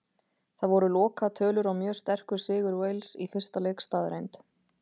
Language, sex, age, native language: Icelandic, female, 30-39, Icelandic